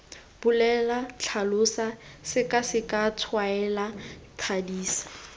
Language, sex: Tswana, female